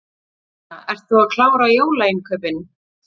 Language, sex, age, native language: Icelandic, female, 40-49, Icelandic